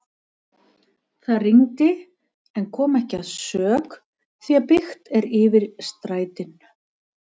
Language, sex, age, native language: Icelandic, female, 50-59, Icelandic